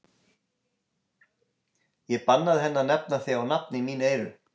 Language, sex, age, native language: Icelandic, male, 20-29, Icelandic